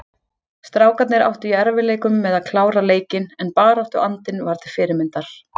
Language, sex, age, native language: Icelandic, female, 40-49, Icelandic